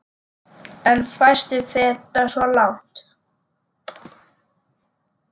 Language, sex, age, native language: Icelandic, male, 10, Icelandic